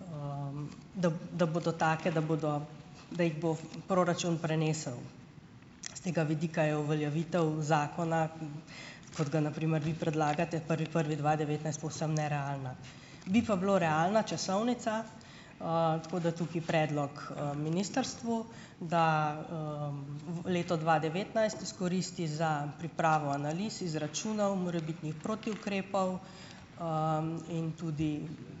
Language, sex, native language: Slovenian, female, Slovenian